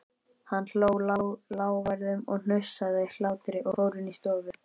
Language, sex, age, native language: Icelandic, male, 11, Icelandic